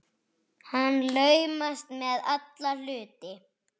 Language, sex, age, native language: Icelandic, female, 6, Icelandic